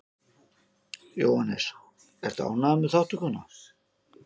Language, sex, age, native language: Icelandic, male, 50-59, Icelandic